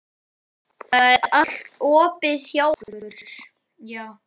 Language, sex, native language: Icelandic, male, Icelandic